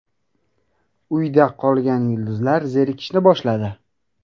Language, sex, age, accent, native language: Uzbek, male, 18-24, Buxoro, Uzbek